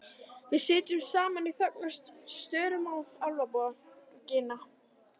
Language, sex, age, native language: Icelandic, female, 11, Icelandic